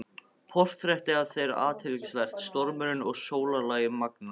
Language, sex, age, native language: Icelandic, male, 15, Icelandic